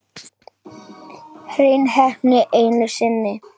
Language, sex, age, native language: Icelandic, male, 10, Icelandic